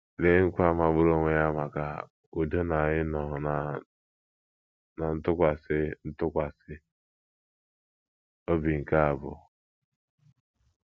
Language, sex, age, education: Igbo, male, 15-29, tertiary